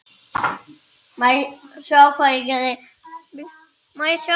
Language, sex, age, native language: Icelandic, male, 6, Icelandic